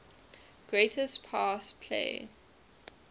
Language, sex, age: English, female, 20